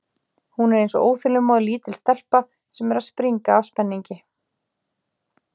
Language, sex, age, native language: Icelandic, female, 40-49, Icelandic